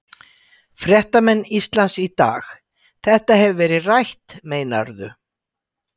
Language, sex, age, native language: Icelandic, female, 60-69, Icelandic